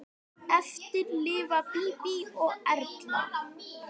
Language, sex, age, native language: Icelandic, male, 10, Icelandic